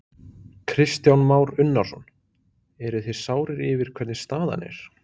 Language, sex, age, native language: Icelandic, male, 20-29, Icelandic